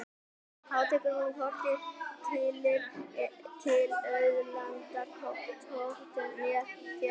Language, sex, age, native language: Icelandic, male, 18-19, Icelandic